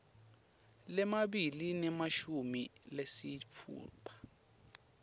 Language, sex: Swati, male